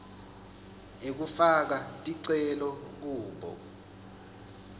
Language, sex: Swati, male